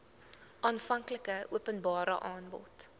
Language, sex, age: Afrikaans, female, 20